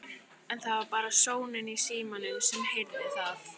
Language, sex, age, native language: Icelandic, female, 13, Icelandic